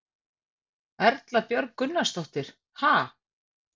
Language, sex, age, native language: Icelandic, female, 50-59, Icelandic